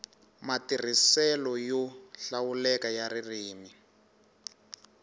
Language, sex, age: Tsonga, male, 19